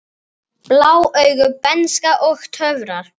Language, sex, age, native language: Icelandic, female, 9, Icelandic